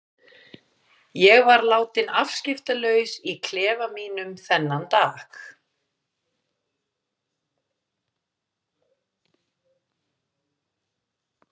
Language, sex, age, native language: Icelandic, female, 50-59, Icelandic